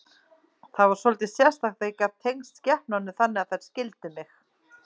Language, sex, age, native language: Icelandic, female, 30-39, Icelandic